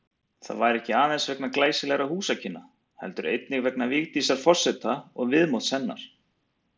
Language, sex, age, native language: Icelandic, male, 40-49, Icelandic